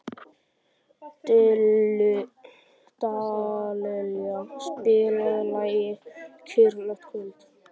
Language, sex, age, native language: Icelandic, male, 11, Icelandic